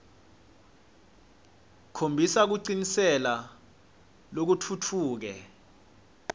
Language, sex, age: Swati, male, 26